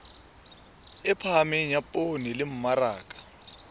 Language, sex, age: Southern Sotho, male, 24